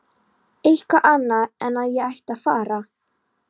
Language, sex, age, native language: Icelandic, female, 13, Polish